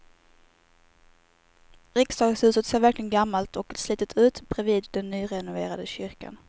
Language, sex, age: Swedish, female, 18